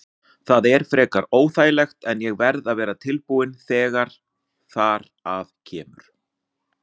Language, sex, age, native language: Icelandic, male, 40-49, Icelandic